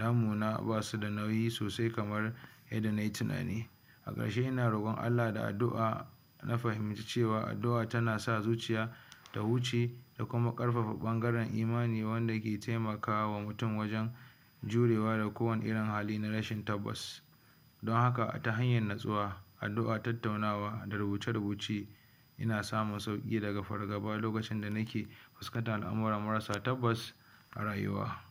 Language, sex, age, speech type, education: Hausa, male, 60+, spontaneous, tertiary